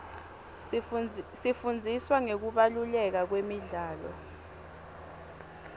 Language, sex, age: Swati, female, 20